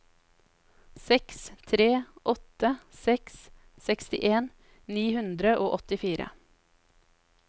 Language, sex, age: Norwegian, female, 33